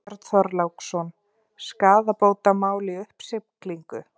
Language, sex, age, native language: Icelandic, female, 30-39, Icelandic